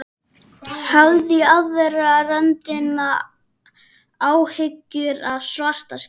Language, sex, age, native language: Icelandic, male, 12, Icelandic